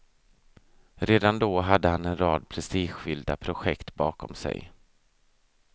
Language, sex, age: Swedish, male, 32